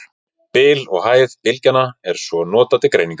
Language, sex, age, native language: Icelandic, male, 30-39, Icelandic